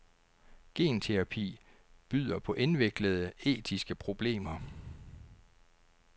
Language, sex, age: Danish, male, 49